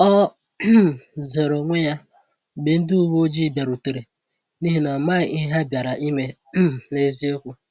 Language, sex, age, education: Igbo, female, 15-29, tertiary